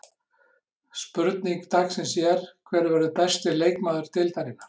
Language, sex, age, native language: Icelandic, male, 60-69, Icelandic